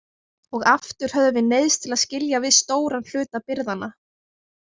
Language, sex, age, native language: Icelandic, female, 20-29, Icelandic